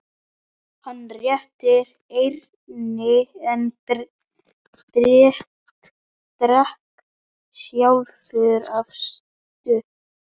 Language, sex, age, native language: Icelandic, male, 12, Icelandic